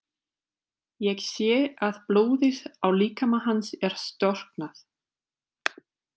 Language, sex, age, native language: Icelandic, female, 30-39, German